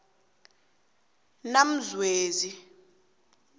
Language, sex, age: South Ndebele, female, 26